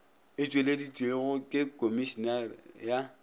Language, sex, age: Northern Sotho, male, 26